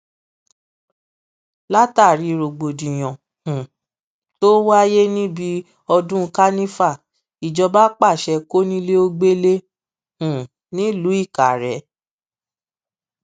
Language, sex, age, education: Yoruba, female, 30-45, tertiary